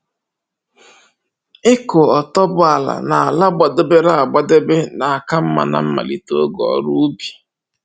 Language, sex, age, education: Igbo, male, 15-29, tertiary